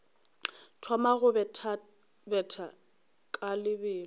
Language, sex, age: Northern Sotho, female, 21